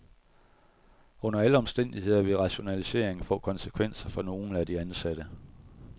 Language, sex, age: Danish, male, 41